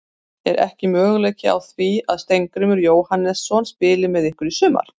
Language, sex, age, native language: Icelandic, female, 50-59, Icelandic